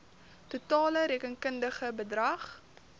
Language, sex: Afrikaans, female